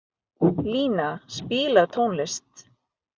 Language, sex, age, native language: Icelandic, female, 30-39, Filipino